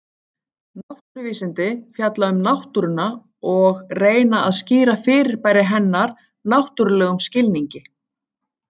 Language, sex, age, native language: Icelandic, female, 50-59, Icelandic